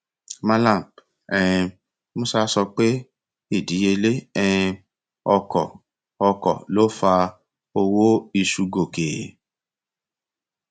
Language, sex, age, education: Yoruba, male, 30-45, tertiary